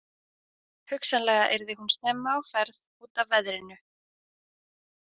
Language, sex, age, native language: Icelandic, female, 20-29, Icelandic